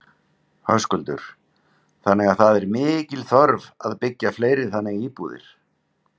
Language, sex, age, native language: Icelandic, male, 50-59, Icelandic